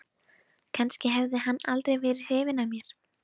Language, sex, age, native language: Icelandic, female, 12, Icelandic